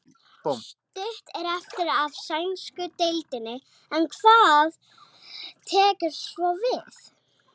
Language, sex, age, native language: Icelandic, male, 40-49, Icelandic